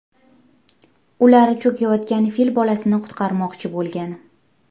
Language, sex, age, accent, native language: Uzbek, female, 18-24, Andijon, Uzbek